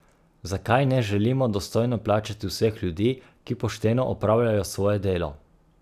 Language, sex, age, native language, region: Slovenian, male, 30-49, Slovenian, Gorica region